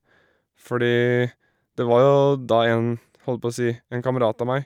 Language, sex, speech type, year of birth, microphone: Norwegian, male, spontaneous, 1987, Shure